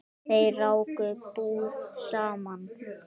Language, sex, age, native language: Icelandic, male, 9, Icelandic